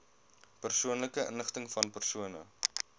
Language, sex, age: Afrikaans, male, 22